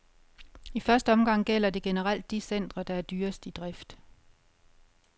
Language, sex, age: Danish, female, 51